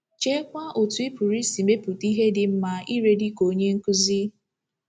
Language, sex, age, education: Igbo, female, 15-29, tertiary